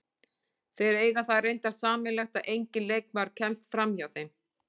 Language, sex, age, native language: Icelandic, female, 40-49, Icelandic